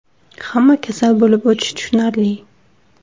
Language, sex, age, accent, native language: Uzbek, female, 19-29, Surxondaryo, Uzbek